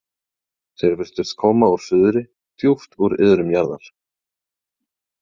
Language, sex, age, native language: Icelandic, male, 30-39, Icelandic